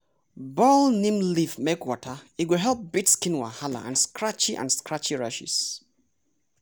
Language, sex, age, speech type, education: Nigerian Pidgin, male, 30-45, spontaneous, tertiary